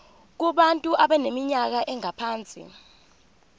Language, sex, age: Zulu, female, 25